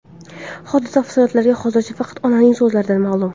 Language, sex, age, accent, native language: Uzbek, female, under 19, Qashqadaryo, Uzbek